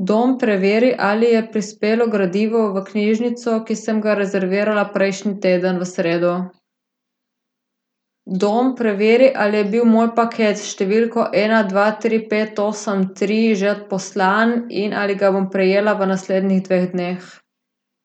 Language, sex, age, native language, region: Slovenian, female, 18-29, Slovenian, Gorica region